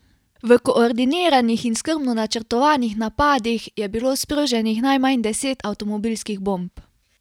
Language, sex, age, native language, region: Slovenian, female, 18-29, Slovenian, Carinthia region